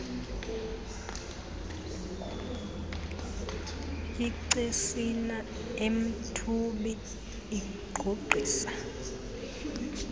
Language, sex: Xhosa, female